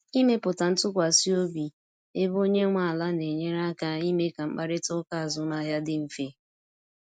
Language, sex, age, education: Igbo, female, 15-29, tertiary